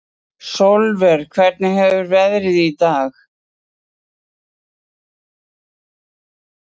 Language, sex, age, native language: Icelandic, female, 60-69, Icelandic